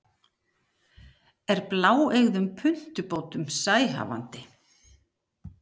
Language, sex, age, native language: Icelandic, female, 50-59, Icelandic